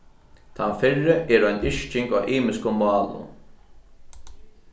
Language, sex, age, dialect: Faroese, male, 15-35, Norðurstreymoy/Eysturoy